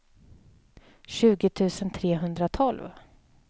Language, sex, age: Swedish, female, 27